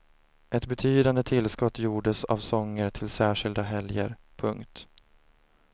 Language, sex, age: Swedish, male, 30